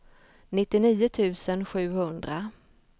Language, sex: Swedish, female